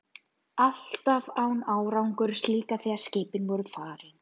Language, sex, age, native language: Icelandic, female, 12, Icelandic